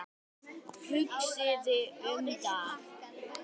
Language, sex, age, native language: Icelandic, female, 10, Icelandic